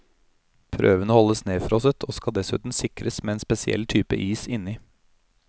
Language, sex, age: Norwegian, male, 31